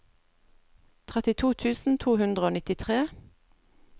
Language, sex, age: Norwegian, female, 32